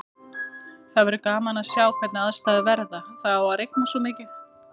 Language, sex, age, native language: Icelandic, female, 30-39, Icelandic